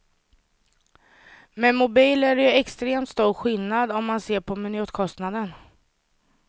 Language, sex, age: Swedish, female, 30